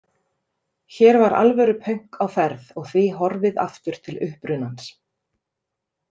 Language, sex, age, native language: Icelandic, female, 30-39, Icelandic